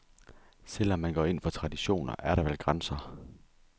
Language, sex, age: Danish, male, 30